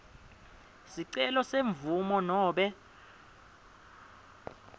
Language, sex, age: Swati, male, 22